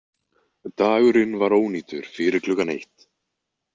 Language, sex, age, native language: Icelandic, male, 20-29, Icelandic